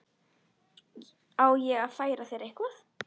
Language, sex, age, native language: Icelandic, female, 11, Icelandic